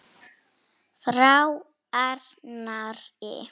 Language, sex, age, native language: Icelandic, female, 7, Icelandic